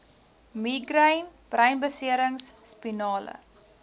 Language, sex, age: Afrikaans, female, 19